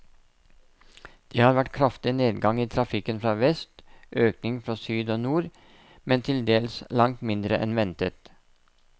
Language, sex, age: Norwegian, male, 57